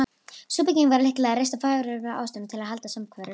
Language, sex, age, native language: Icelandic, female, 18-19, Icelandic